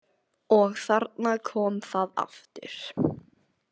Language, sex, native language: Icelandic, other, Icelandic